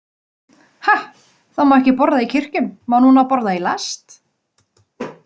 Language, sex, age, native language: Icelandic, female, 20-29, Icelandic